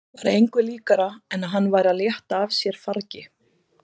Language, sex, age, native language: Icelandic, female, 40-49, Icelandic